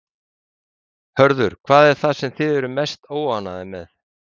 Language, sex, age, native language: Icelandic, male, 50-59, Icelandic